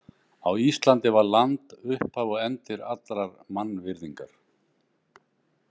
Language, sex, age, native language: Icelandic, male, 60-69, Icelandic